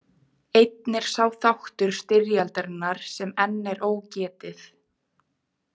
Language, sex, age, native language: Icelandic, female, 20-29, Icelandic